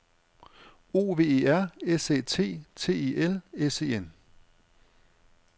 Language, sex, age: Danish, male, 35